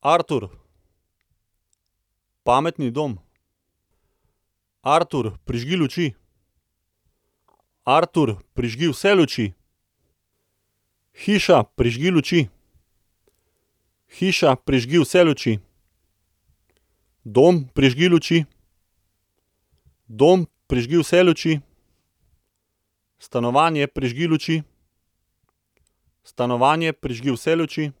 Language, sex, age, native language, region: Slovenian, male, 30-49, Slovenian, Central Slovenia